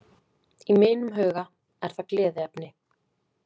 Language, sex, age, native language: Icelandic, female, 20-29, Icelandic